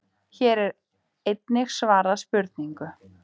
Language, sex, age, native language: Icelandic, female, 30-39, Icelandic